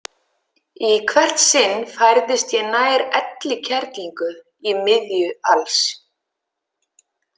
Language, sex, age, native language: Icelandic, female, 50-59, Icelandic